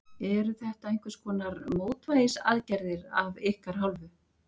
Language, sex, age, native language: Icelandic, female, 50-59, Icelandic